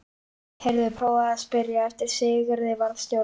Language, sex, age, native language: Icelandic, male, 11, Icelandic